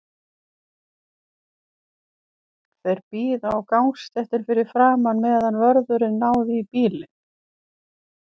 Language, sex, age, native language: Icelandic, female, 50-59, Icelandic